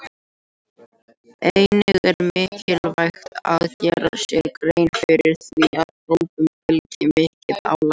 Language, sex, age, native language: Icelandic, other, 18-19, Icelandic